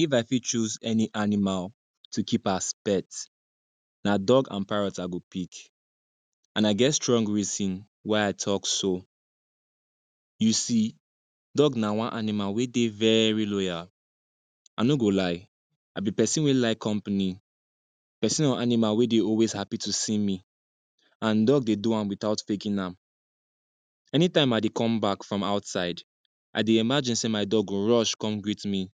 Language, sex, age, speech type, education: Nigerian Pidgin, male, 15-29, spontaneous, secondary